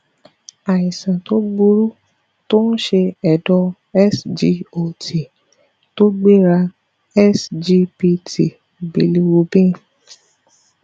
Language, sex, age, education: Yoruba, female, 15-29, tertiary